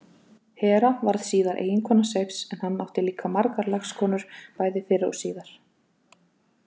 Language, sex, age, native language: Icelandic, female, 30-39, Icelandic